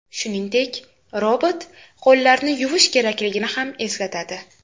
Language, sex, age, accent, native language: Uzbek, female, 18-24, Toshkent shahri, Uzbek